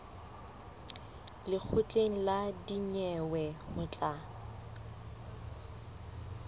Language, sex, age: Southern Sotho, female, 20